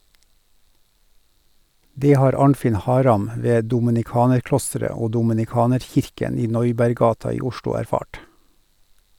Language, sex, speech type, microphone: Norwegian, male, read, Sennheiser